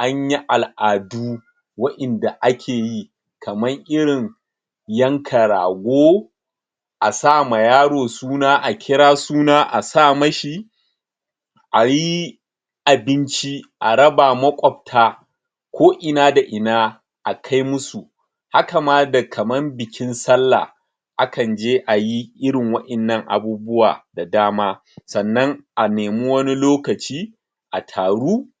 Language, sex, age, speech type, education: Hausa, male, 30-45, spontaneous, tertiary